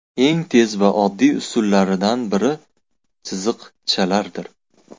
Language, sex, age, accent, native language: Uzbek, male, 18-24, Farg'ona, Uzbek